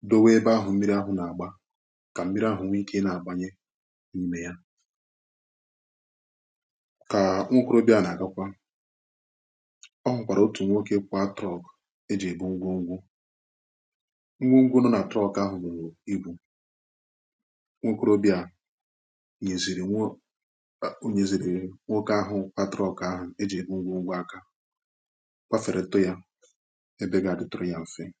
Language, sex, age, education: Igbo, male, 15-29, tertiary